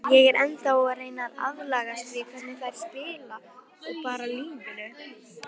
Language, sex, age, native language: Icelandic, female, 18-19, Icelandic